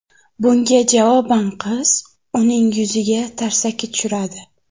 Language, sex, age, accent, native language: Uzbek, female, 25-34, Toshkent viloyati, Uzbek